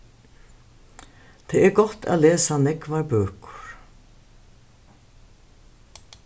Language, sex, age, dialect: Faroese, female, 61+, Suðurstreymoy